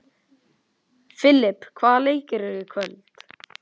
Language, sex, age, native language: Icelandic, male, 11, Icelandic